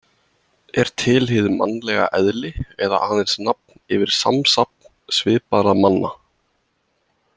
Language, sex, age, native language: Icelandic, male, 20-29, Icelandic